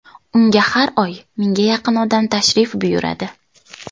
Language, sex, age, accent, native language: Uzbek, female, 19-29, Toshkent viloyati, Uzbek